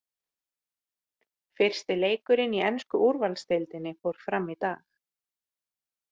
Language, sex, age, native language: Icelandic, female, 30-39, Icelandic